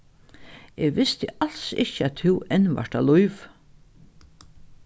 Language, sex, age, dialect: Faroese, female, 36-60, Norðuroyggjar